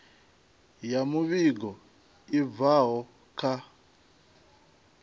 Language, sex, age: Venda, male, 23